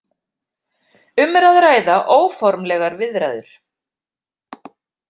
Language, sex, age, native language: Icelandic, female, 50-59, Icelandic